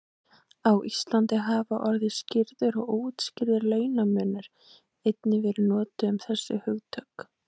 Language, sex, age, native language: Icelandic, female, 18-19, Icelandic